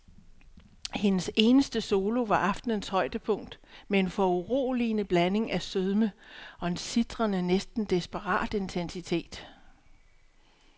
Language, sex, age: Danish, female, 62